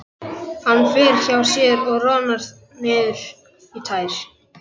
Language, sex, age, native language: Icelandic, male, 11, Icelandic